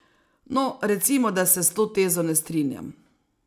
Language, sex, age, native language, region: Slovenian, female, 60+, Slovenian, Savinja region